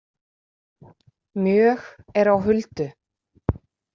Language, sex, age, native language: Icelandic, female, 40-49, Icelandic